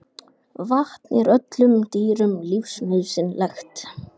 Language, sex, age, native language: Icelandic, female, 18-19, Icelandic